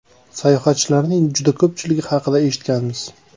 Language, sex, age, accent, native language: Uzbek, male, 25-34, Toshkent viloyati, Uzbek